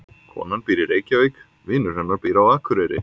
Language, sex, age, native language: Icelandic, male, 20-29, Icelandic